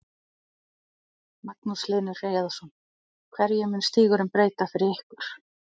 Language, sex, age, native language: Icelandic, other, 40-49, Icelandic